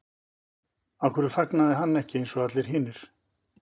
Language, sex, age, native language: Icelandic, male, 50-59, Icelandic